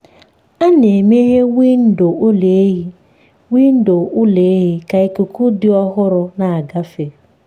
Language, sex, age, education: Igbo, female, 15-29, tertiary